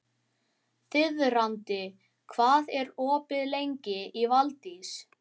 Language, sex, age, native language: Icelandic, male, 12, Icelandic